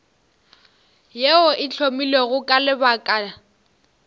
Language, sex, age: Northern Sotho, female, 18